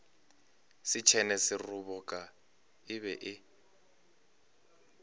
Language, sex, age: Northern Sotho, male, 25